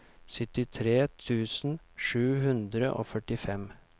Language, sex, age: Norwegian, male, 39